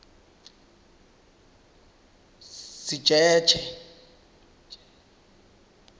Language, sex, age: South Ndebele, male, 21